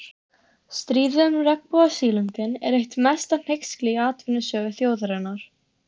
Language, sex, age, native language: Icelandic, female, 13, Icelandic